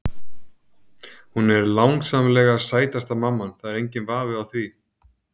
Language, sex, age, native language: Icelandic, male, 50-59, Icelandic